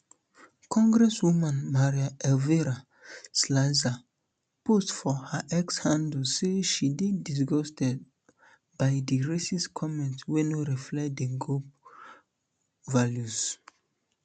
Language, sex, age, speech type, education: Nigerian Pidgin, male, 15-29, spontaneous, tertiary